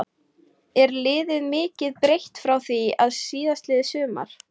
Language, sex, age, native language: Icelandic, female, 18-19, Icelandic